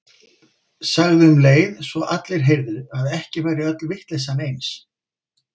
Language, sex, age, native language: Icelandic, male, 50-59, Icelandic